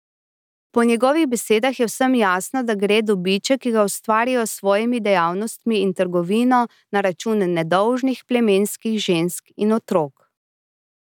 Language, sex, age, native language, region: Slovenian, female, 30-49, Slovenian, Drava region